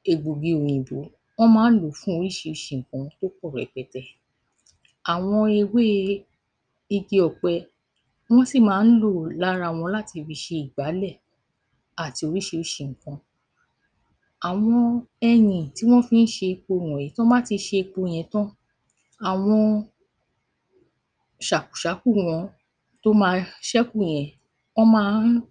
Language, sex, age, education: Yoruba, female, 46-60, tertiary